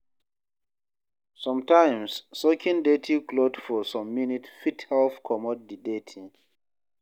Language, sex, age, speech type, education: Nigerian Pidgin, male, 30-45, read, tertiary